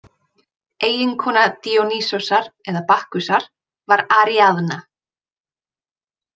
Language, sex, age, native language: Icelandic, female, 20-29, Icelandic